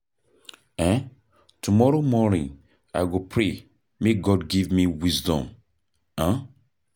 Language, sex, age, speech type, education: Nigerian Pidgin, male, 30-45, spontaneous, tertiary